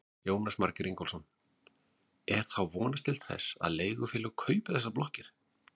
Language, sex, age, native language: Icelandic, male, 40-49, Icelandic